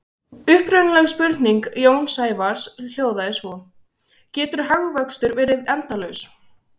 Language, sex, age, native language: Icelandic, female, 16, Icelandic